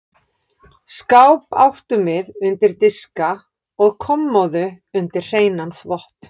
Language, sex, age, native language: Icelandic, female, 11, Icelandic